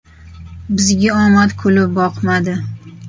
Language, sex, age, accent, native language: Uzbek, female, 35+, Toshkent shahri, Uzbek